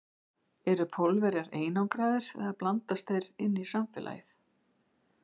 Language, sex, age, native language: Icelandic, female, 50-59, Icelandic